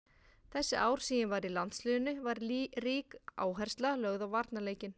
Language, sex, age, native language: Icelandic, female, 40-49, Icelandic